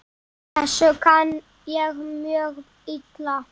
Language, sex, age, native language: Icelandic, male, 7, Icelandic